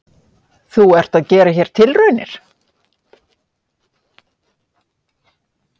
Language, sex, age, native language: Icelandic, female, 50-59, Icelandic